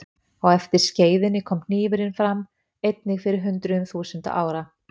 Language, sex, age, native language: Icelandic, female, 50-59, Icelandic